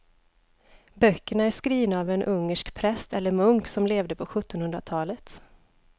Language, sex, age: Swedish, female, 29